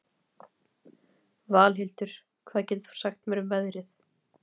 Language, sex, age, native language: Icelandic, female, 30-39, Icelandic